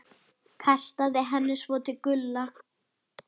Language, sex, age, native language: Icelandic, female, 10, Icelandic